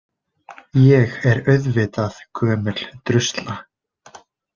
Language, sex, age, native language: Icelandic, male, 20-29, Icelandic